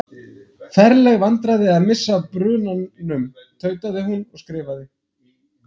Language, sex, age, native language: Icelandic, male, 30-39, Icelandic